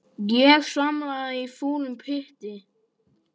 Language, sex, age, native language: Icelandic, male, 10, Icelandic